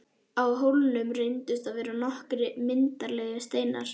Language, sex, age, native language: Icelandic, male, 11, Icelandic